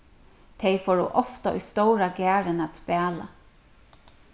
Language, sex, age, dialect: Faroese, female, 36-60, Suðurstreymoy